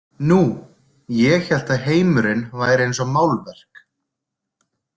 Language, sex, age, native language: Icelandic, male, 20-29, Icelandic